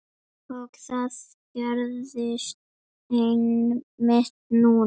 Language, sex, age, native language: Icelandic, female, 8, Icelandic